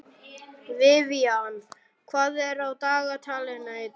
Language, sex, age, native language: Icelandic, male, 40-49, German